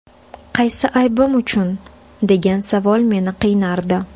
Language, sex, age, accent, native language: Uzbek, female, 25-34, Toshkent shahri, Uzbek